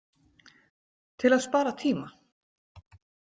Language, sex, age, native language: Icelandic, female, 40-49, Icelandic